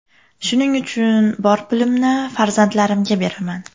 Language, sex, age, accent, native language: Uzbek, female, 18-24, Farg'ona, Uzbek